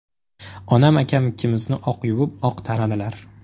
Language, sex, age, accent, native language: Uzbek, male, 18-24, Toshkent shahri, Uzbek